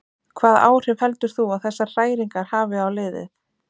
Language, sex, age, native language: Icelandic, female, 20-29, Icelandic